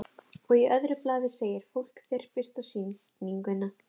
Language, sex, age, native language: Icelandic, female, 11, Icelandic